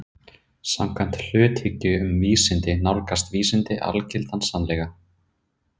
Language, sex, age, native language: Icelandic, male, 30-39, Icelandic